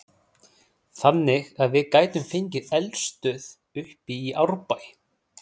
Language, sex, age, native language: Icelandic, male, 30-39, Icelandic